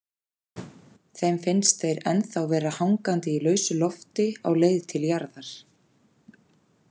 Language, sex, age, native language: Icelandic, female, 40-49, Icelandic